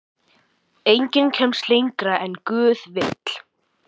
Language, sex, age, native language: Icelandic, male, 18-19, Icelandic